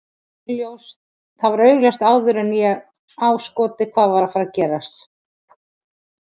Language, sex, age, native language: Icelandic, female, 40-49, Icelandic